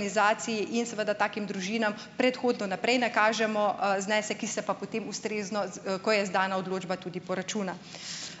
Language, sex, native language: Slovenian, female, Slovenian